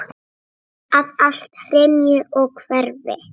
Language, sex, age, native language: Icelandic, female, 6, Icelandic